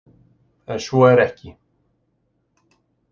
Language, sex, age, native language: Icelandic, male, 60-69, Icelandic